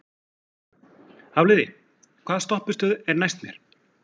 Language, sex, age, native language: Icelandic, male, 40-49, Icelandic